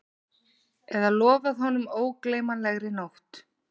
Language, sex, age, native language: Icelandic, female, 40-49, Icelandic